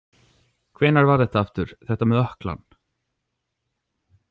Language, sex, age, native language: Icelandic, male, 40-49, Icelandic